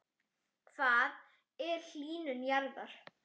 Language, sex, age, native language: Icelandic, female, 10, Icelandic